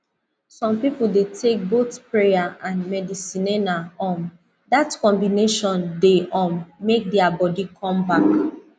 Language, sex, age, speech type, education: Nigerian Pidgin, female, 30-45, spontaneous, tertiary